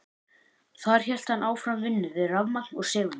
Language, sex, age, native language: Icelandic, male, 18-19, Icelandic